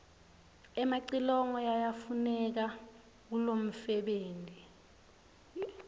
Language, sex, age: Swati, female, 21